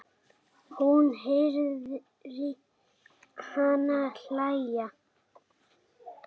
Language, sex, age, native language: Icelandic, male, 8, Icelandic